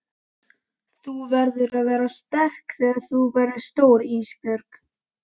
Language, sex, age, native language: Icelandic, male, 12, Icelandic